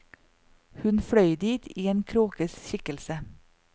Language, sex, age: Norwegian, female, 40